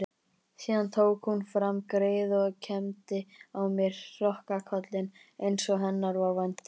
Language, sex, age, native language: Icelandic, male, 18-19, Icelandic